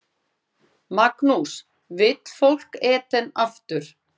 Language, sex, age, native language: Icelandic, female, 9, Icelandic